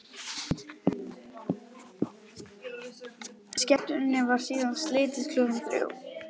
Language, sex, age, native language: Icelandic, male, 12, Icelandic